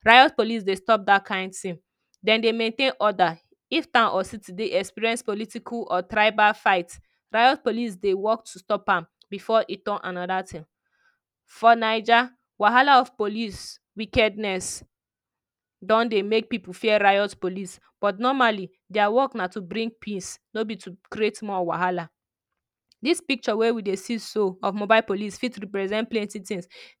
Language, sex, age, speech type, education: Nigerian Pidgin, female, 15-29, spontaneous, tertiary